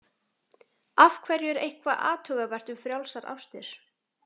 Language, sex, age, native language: Icelandic, female, 18-19, Icelandic